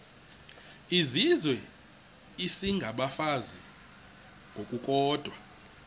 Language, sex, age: Xhosa, male, 21